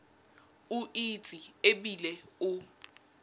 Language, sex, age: Tswana, female, 20